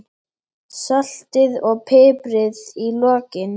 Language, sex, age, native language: Icelandic, male, 8, Icelandic